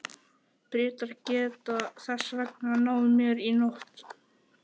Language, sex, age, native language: Icelandic, male, 11, Icelandic